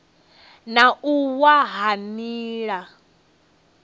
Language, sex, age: Venda, female, 30